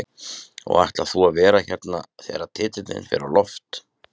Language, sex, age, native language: Icelandic, male, 30-39, Icelandic